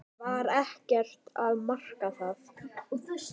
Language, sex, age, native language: Icelandic, male, 10, Icelandic